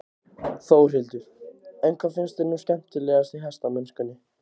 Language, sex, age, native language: Icelandic, other, 15, Icelandic